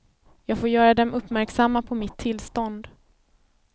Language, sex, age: Swedish, female, 24